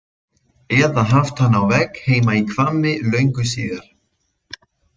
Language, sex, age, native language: Icelandic, male, 20-29, Icelandic